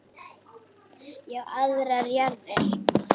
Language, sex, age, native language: Icelandic, female, 8, Icelandic